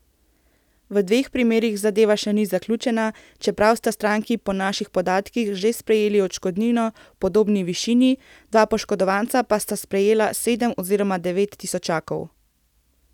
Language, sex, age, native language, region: Slovenian, female, 18-29, Slovenian, Central Slovenia